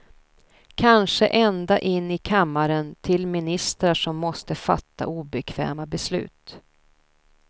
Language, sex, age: Swedish, female, 32